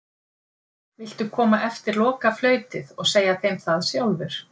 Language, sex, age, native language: Icelandic, female, 50-59, Icelandic